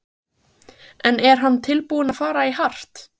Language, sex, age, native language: Icelandic, female, 15, Icelandic